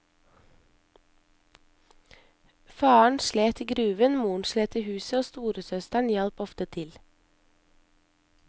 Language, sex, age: Norwegian, female, 23